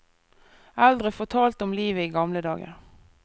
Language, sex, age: Norwegian, female, 24